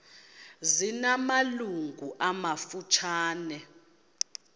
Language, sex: Xhosa, female